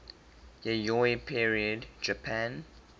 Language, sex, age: English, male, 23